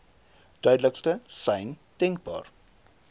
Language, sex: Afrikaans, male